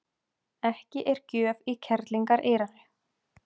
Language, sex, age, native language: Icelandic, female, 30-39, Icelandic